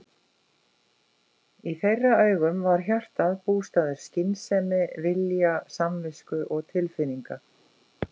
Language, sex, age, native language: Icelandic, female, 50-59, Icelandic